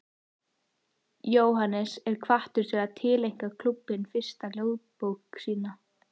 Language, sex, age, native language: Icelandic, female, 14, Icelandic